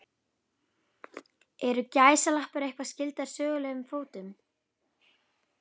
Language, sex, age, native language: Icelandic, female, 12, Icelandic